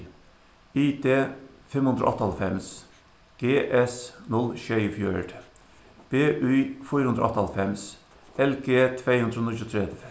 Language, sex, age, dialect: Faroese, male, 61+, Suðuroy